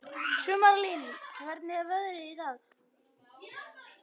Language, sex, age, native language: Icelandic, male, 11, Icelandic